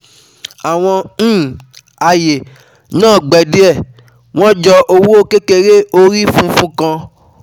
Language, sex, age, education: Yoruba, male, 15-29, tertiary